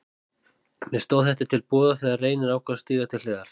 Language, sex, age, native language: Icelandic, male, 30-39, Icelandic